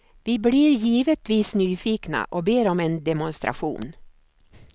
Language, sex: Swedish, female